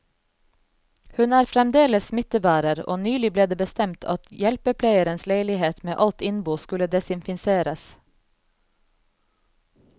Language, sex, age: Norwegian, female, 34